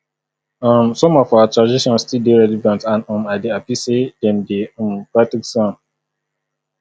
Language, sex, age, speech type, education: Nigerian Pidgin, male, 30-45, spontaneous, tertiary